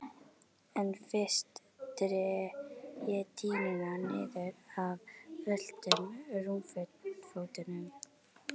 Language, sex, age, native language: Icelandic, female, 11, Icelandic